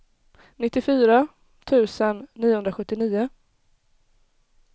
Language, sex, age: Swedish, female, 21